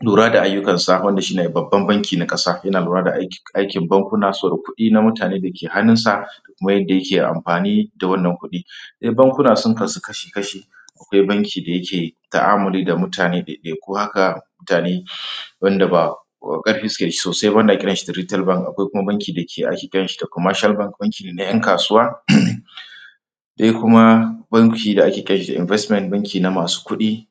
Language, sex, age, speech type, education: Hausa, male, 30-45, spontaneous, secondary